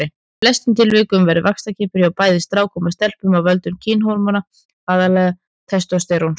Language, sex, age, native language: Icelandic, female, 30-39, Icelandic